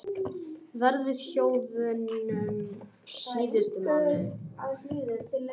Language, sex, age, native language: Icelandic, male, 18-19, Icelandic